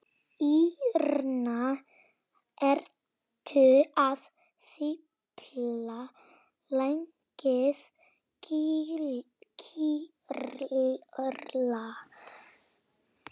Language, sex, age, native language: Icelandic, male, 30-39, Polish